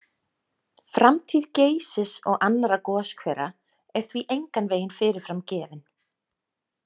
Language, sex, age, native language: Icelandic, female, 30-39, Icelandic